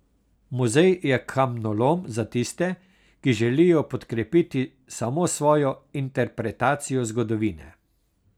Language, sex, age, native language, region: Slovenian, male, 60+, Slovenian, Carinthia region